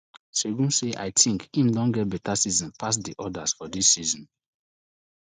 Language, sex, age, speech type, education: Nigerian Pidgin, male, 15-29, spontaneous, tertiary